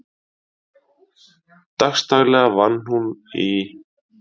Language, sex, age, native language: Icelandic, male, 30-39, Icelandic